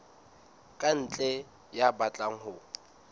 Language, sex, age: Southern Sotho, male, 19